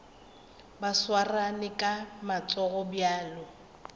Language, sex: Northern Sotho, female